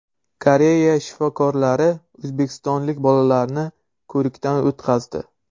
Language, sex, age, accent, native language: Uzbek, male, 12-17, Surxondaryo, Uzbek